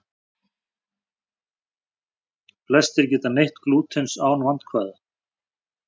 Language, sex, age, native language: Icelandic, male, 40-49, Icelandic